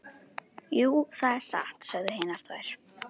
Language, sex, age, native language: Icelandic, female, 11, Icelandic